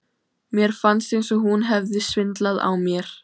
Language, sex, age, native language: Icelandic, female, 12, Icelandic